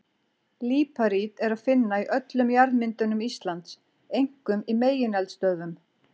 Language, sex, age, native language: Icelandic, female, 40-49, Icelandic